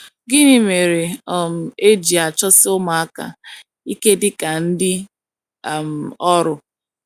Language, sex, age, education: Igbo, female, 15-29, tertiary